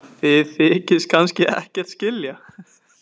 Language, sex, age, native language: Icelandic, male, 20-29, Icelandic